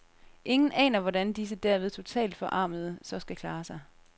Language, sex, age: Danish, female, 30